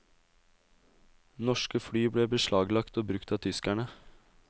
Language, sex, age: Norwegian, male, 20